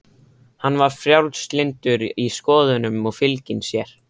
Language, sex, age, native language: Icelandic, male, 13, Icelandic